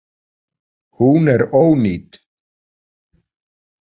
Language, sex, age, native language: Icelandic, male, 40-49, Icelandic